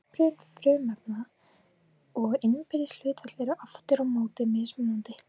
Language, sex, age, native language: Icelandic, female, 18-19, Icelandic